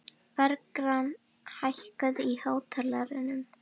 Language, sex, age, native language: Icelandic, female, 12, Icelandic